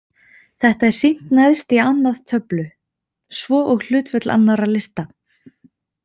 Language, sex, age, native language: Icelandic, female, 20-29, Icelandic